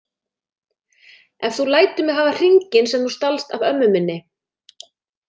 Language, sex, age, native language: Icelandic, female, 30-39, Icelandic